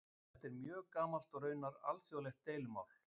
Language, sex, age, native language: Icelandic, male, 50-59, Icelandic